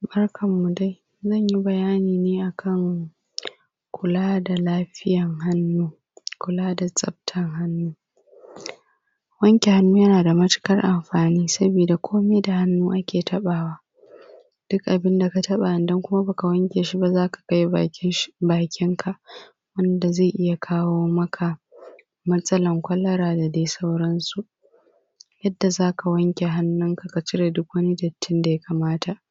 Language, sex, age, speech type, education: Hausa, female, 15-29, spontaneous, primary